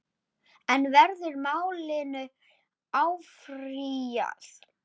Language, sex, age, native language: Icelandic, female, 10, Icelandic